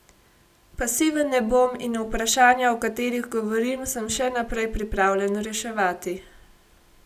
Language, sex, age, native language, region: Slovenian, female, 18-29, Slovenian, Gorenjska region